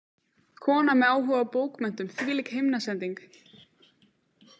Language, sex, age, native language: Icelandic, female, 18-19, Icelandic